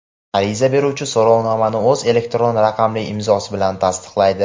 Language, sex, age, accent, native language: Uzbek, male, 18-24, Farg'ona, Uzbek